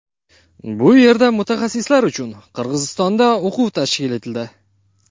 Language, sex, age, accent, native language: Uzbek, male, 19-29, Qoraqalpog'iston, Karakalpak